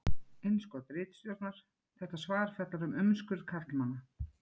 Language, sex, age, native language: Icelandic, female, 40-49, Icelandic